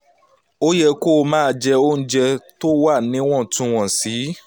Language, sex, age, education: Yoruba, male, 15-29, tertiary